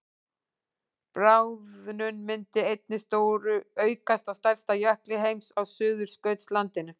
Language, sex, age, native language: Icelandic, female, 18-19, Icelandic